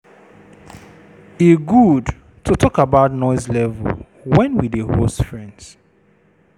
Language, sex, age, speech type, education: Nigerian Pidgin, female, 30-45, spontaneous, tertiary